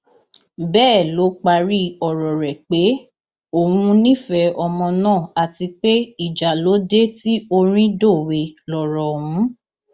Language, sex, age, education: Yoruba, female, 15-29, tertiary